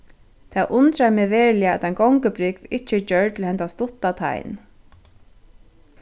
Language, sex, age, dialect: Faroese, female, 36-60, Suðurstreymoy